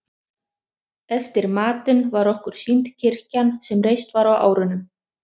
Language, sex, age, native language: Icelandic, other, 30-39, Icelandic